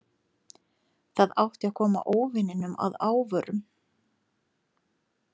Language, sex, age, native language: Icelandic, female, 40-49, Lithuanian